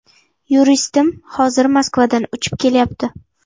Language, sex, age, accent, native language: Uzbek, female, 18-24, Jizzax, Uzbek